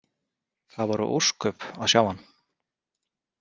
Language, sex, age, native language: Icelandic, male, 30-39, Icelandic